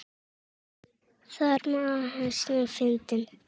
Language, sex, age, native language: Icelandic, female, 7, Czech